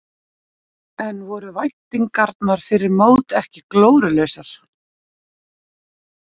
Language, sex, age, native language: Icelandic, female, 40-49, Icelandic